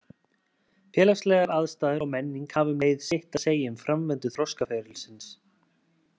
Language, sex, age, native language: Icelandic, male, 30-39, Icelandic